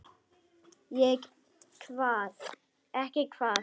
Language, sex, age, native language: Icelandic, female, 9, Icelandic